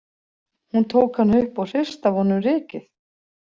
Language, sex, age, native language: Icelandic, female, 40-49, Icelandic